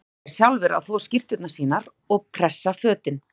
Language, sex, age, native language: Icelandic, female, 40-49, Icelandic